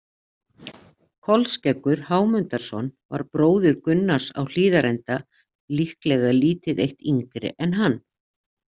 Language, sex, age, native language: Icelandic, female, 50-59, Icelandic